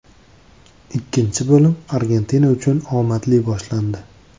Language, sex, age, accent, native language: Uzbek, male, 25-34, Andijon, Uzbek